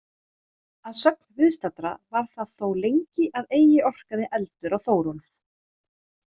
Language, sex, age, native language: Icelandic, female, 30-39, Icelandic